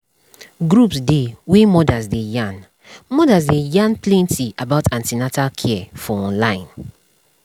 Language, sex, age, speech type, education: Nigerian Pidgin, female, 30-45, spontaneous, tertiary